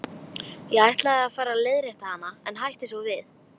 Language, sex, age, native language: Icelandic, female, 12, Icelandic